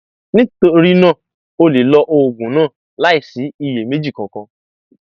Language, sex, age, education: Yoruba, male, 15-29, tertiary